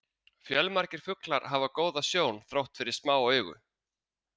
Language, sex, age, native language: Icelandic, male, 30-39, Icelandic